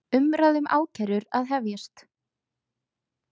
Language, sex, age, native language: Icelandic, female, 20-29, Icelandic